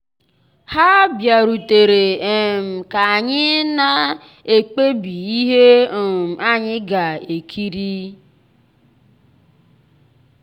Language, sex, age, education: Igbo, male, 15-29, tertiary